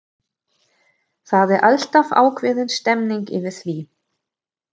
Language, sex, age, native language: Icelandic, female, 40-49, German